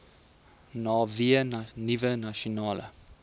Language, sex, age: Afrikaans, male, 20